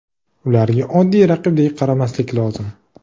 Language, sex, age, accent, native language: Uzbek, male, 18-24, Farg'ona, Uzbek